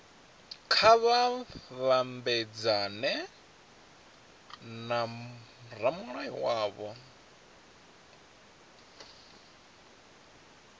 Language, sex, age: Venda, male, 20